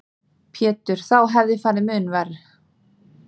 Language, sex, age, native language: Icelandic, female, 30-39, Icelandic